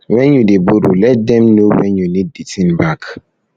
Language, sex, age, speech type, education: Nigerian Pidgin, male, 15-29, spontaneous, tertiary